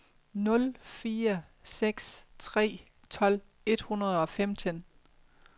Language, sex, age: Danish, female, 50